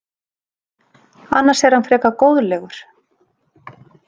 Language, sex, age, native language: Icelandic, female, 30-39, Icelandic